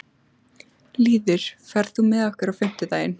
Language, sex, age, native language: Icelandic, female, 14, Icelandic